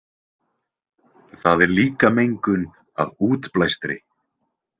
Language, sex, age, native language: Icelandic, male, 20-29, Icelandic